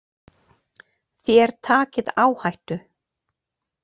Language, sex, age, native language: Icelandic, female, 40-49, Icelandic